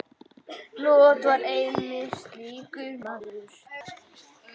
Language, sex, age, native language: Icelandic, male, 10, Icelandic